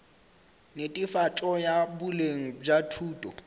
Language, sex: Northern Sotho, male